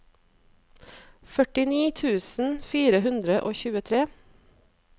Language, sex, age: Norwegian, female, 37